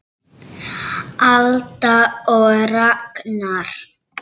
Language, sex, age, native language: Icelandic, female, 7, Icelandic